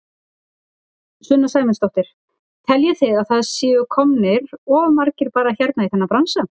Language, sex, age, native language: Icelandic, female, 40-49, Icelandic